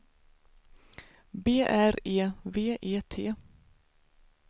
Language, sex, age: Swedish, female, 49